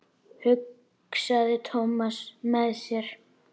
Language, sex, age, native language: Icelandic, female, 10, Icelandic